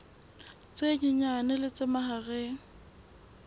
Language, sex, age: Southern Sotho, female, 18